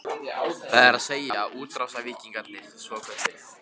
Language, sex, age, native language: Icelandic, male, 15, Icelandic